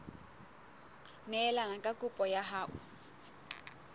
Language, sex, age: Southern Sotho, female, 19